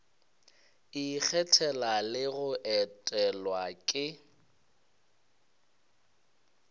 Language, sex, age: Northern Sotho, male, 22